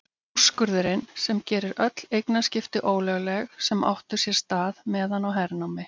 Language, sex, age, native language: Icelandic, female, 50-59, Icelandic